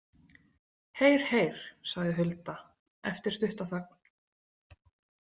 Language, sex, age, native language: Icelandic, female, 40-49, Icelandic